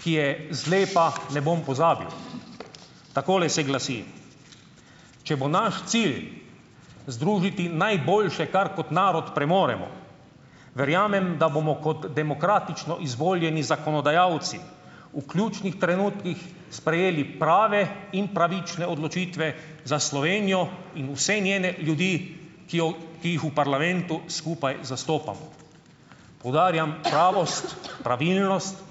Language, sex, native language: Slovenian, male, Slovenian